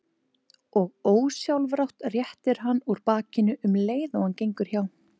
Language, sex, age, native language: Icelandic, female, 20-29, Icelandic